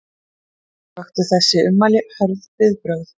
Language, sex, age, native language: Icelandic, female, 40-49, Icelandic